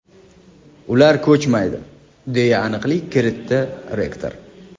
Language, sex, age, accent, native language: Uzbek, male, 25-34, Andijon, Uzbek